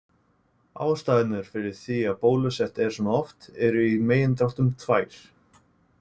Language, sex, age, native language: Icelandic, male, 20-29, Icelandic